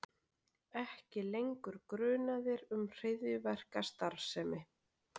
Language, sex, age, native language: Icelandic, female, 20-29, Icelandic